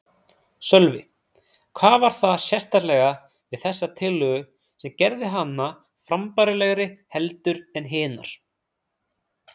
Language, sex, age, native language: Icelandic, male, 30-39, Icelandic